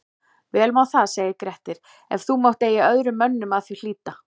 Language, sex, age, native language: Icelandic, female, 40-49, Icelandic